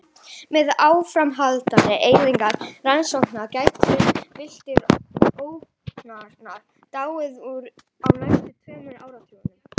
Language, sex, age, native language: Icelandic, female, 18-19, Icelandic